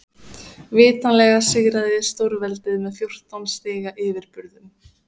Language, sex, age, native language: Icelandic, female, 14, Icelandic